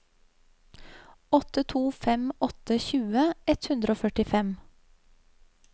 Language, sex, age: Norwegian, female, 35